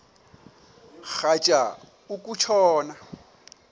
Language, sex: Xhosa, male